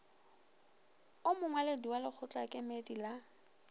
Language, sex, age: Northern Sotho, female, 23